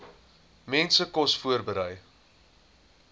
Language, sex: Afrikaans, male